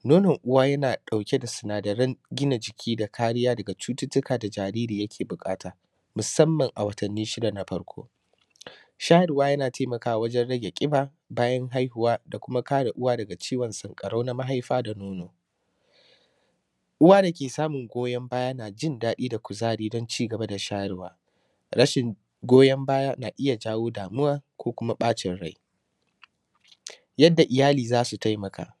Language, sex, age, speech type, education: Hausa, male, 15-29, spontaneous, secondary